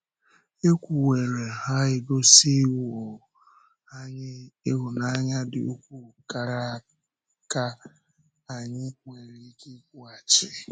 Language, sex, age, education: Igbo, male, 15-29, secondary